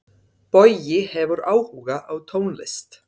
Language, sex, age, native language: Icelandic, female, 30-39, Serbo-Croatian